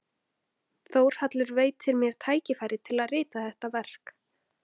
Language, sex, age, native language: Icelandic, female, 14, Icelandic